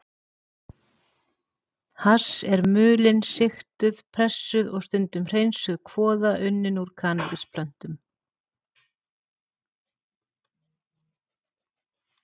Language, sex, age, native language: Icelandic, female, 40-49, Icelandic